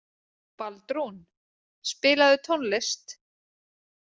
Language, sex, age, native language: Icelandic, female, 30-39, Icelandic